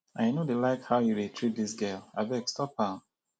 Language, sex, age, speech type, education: Nigerian Pidgin, female, 30-45, spontaneous, tertiary